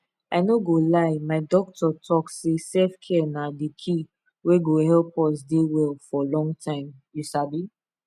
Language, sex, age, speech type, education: Nigerian Pidgin, female, 15-29, spontaneous, tertiary